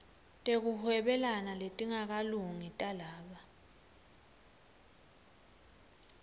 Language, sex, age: Swati, female, 21